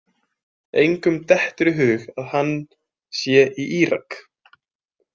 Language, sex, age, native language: Icelandic, male, 20-29, Icelandic